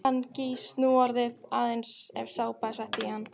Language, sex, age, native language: Icelandic, female, 14, Icelandic